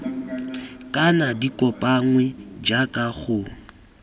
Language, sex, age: Tswana, male, 24